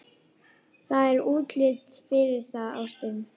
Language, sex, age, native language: Icelandic, female, 11, Icelandic